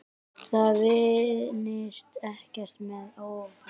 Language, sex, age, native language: Icelandic, female, 18-19, Icelandic